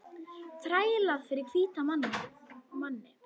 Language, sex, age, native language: Icelandic, female, 21, Icelandic